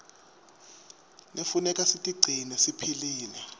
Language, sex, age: Swati, male, 23